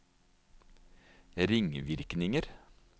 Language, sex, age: Norwegian, male, 49